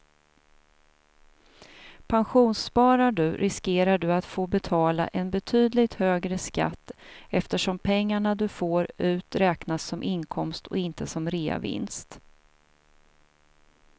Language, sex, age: Swedish, female, 42